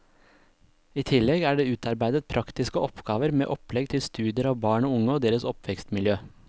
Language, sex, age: Norwegian, male, 26